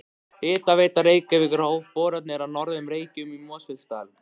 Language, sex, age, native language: Icelandic, male, 13, Icelandic